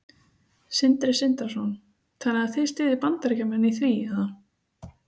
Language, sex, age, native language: Icelandic, female, 30-39, Icelandic